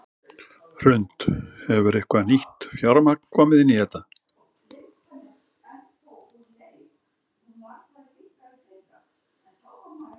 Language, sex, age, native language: Icelandic, male, 60-69, Icelandic